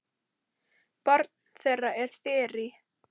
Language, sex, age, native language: Icelandic, female, 10, Icelandic